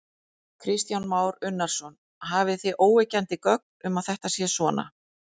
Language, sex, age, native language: Icelandic, female, 40-49, Icelandic